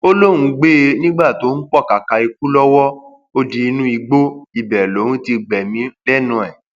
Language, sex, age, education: Yoruba, male, 30-45, tertiary